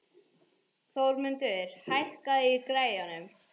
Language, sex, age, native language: Icelandic, male, 18-19, English